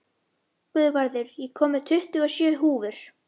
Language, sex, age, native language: Icelandic, female, 11, Icelandic